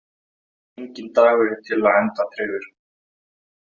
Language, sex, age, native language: Icelandic, male, 18-19, Icelandic